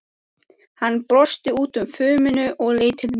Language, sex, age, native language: Icelandic, female, 14, Icelandic